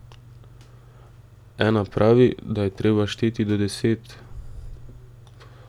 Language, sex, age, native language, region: Slovenian, male, 18-29, Slovenian, Drava region